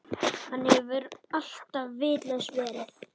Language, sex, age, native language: Icelandic, male, 10, Icelandic